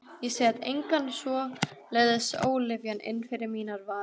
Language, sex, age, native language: Icelandic, female, 12, Icelandic